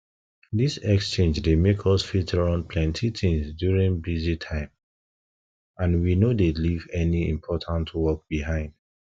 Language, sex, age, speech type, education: Nigerian Pidgin, male, 15-29, spontaneous, tertiary